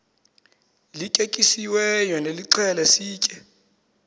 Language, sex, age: Xhosa, male, 22